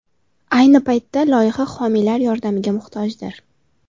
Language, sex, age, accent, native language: Uzbek, female, 19-29, Toshkent viloyati, Uzbek